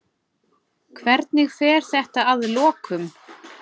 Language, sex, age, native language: Icelandic, male, 10, Icelandic